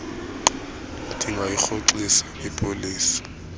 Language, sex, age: Xhosa, male, 33